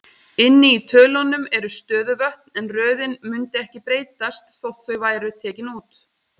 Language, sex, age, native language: Icelandic, female, 30-39, Icelandic